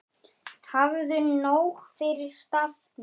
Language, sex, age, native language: Icelandic, male, 10, Icelandic